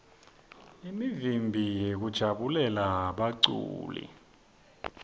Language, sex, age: Swati, male, 26